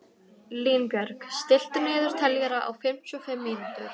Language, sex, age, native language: Icelandic, female, 12, Icelandic